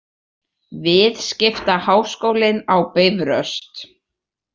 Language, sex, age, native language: Icelandic, male, 18-19, Icelandic